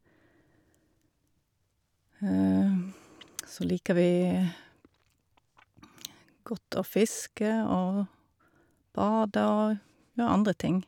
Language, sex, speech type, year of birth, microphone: Norwegian, female, spontaneous, 1972, Shure